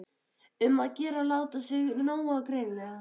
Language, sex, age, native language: Icelandic, female, 12, Icelandic